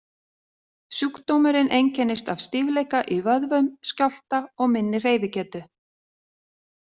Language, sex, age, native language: Icelandic, female, 40-49, Icelandic